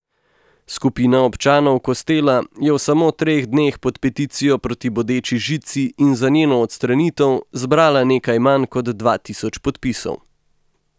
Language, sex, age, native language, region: Slovenian, male, 18-29, Slovenian, Gorenjska region